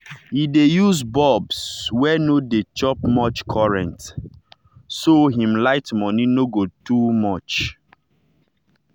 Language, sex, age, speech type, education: Nigerian Pidgin, male, 30-45, spontaneous, tertiary